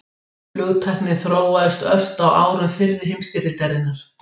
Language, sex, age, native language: Icelandic, female, 60-69, Icelandic